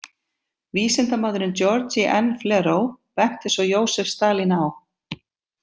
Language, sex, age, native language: Icelandic, female, 50-59, Icelandic